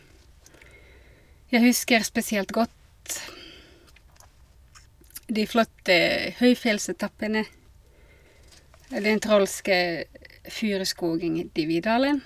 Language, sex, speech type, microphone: Norwegian, female, spontaneous, Shure